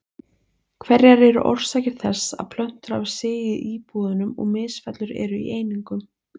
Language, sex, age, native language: Icelandic, female, 20-29, Icelandic